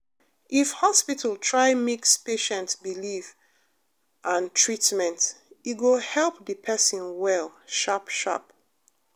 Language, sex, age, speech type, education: Nigerian Pidgin, female, 30-45, spontaneous, tertiary